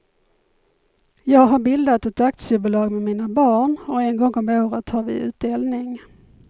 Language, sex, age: Swedish, female, 51